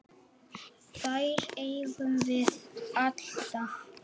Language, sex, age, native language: Icelandic, male, 9, Icelandic